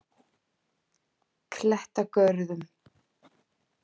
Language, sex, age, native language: Icelandic, female, 30-39, Icelandic